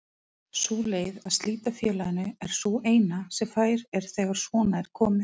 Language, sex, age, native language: Icelandic, female, 30-39, Icelandic